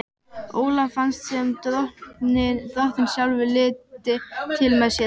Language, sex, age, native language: Icelandic, female, 12, Icelandic